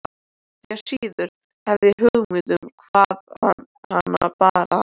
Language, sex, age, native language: Icelandic, male, 13, Icelandic